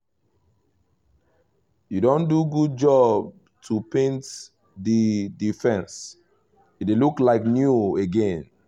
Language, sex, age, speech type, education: Nigerian Pidgin, male, 15-29, spontaneous, tertiary